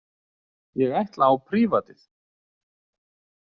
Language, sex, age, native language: Icelandic, male, 40-49, Icelandic